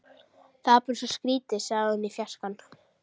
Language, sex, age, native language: Icelandic, female, 12, Icelandic